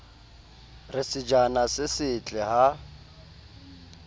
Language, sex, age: Southern Sotho, male, 30